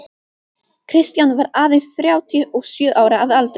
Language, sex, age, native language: Icelandic, female, 12, Icelandic